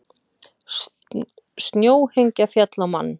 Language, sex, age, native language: Icelandic, female, 40-49, Icelandic